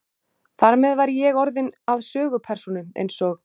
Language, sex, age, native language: Icelandic, female, 30-39, Icelandic